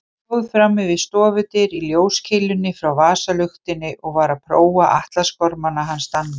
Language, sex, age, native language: Icelandic, female, 50-59, Icelandic